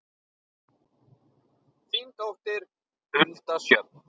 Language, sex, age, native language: Icelandic, male, 9, Icelandic